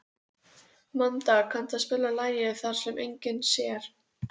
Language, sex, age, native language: Icelandic, female, 12, Icelandic